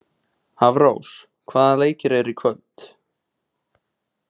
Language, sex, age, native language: Icelandic, male, 20-29, Icelandic